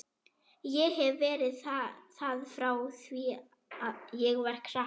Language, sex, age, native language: Icelandic, female, 11, German